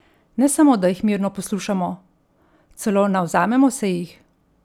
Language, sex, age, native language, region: Slovenian, female, 50-59, Slovenian, Central Slovenia